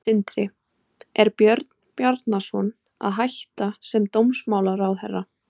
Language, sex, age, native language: Icelandic, female, 20-29, Icelandic